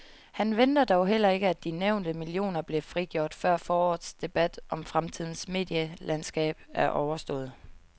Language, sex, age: Danish, female, 22